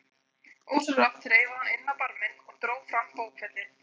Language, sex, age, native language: Icelandic, male, 12, Icelandic